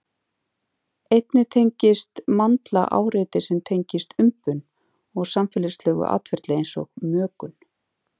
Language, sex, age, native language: Icelandic, female, 40-49, Icelandic